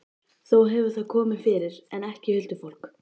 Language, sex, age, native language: Icelandic, female, 13, Icelandic